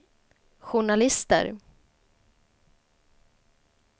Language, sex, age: Swedish, female, 30